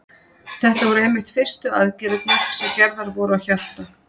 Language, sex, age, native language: Icelandic, female, 50-59, Icelandic